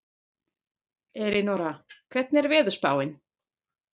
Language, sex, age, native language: Icelandic, female, 40-49, German